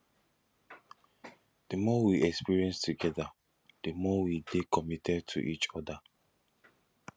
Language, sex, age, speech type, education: Nigerian Pidgin, male, 15-29, spontaneous, tertiary